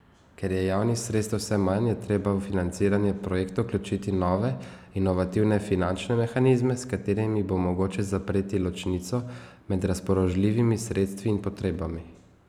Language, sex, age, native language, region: Slovenian, male, 18-29, Slovenian, Savinja region